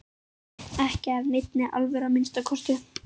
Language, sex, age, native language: Icelandic, female, 12, Icelandic